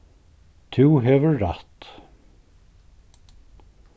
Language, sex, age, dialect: Faroese, male, 61+, Suðurstreymoy